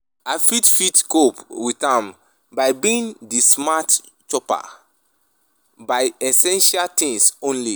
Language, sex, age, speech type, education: Nigerian Pidgin, female, 15-29, spontaneous, tertiary